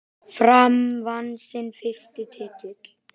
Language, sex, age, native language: Icelandic, male, 9, Icelandic